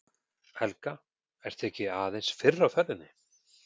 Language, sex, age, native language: Icelandic, male, 40-49, Icelandic